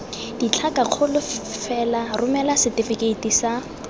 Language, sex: Tswana, female